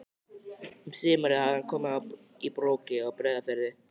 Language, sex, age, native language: Icelandic, male, 12, Icelandic